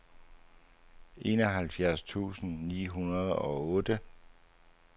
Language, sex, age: Danish, male, 59